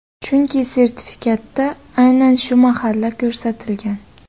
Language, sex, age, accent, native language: Uzbek, female, 18-24, Buxoro, Uzbek